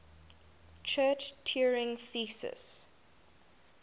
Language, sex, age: English, female, 19